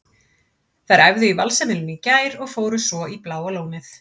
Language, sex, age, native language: Icelandic, female, 30-39, Icelandic